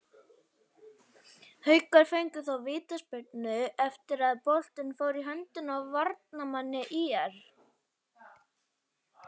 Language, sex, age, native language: Icelandic, male, 40-49, Icelandic